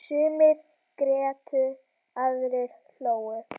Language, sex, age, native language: Icelandic, female, 10, Icelandic